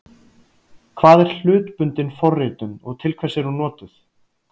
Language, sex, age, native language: Icelandic, male, 30-39, Icelandic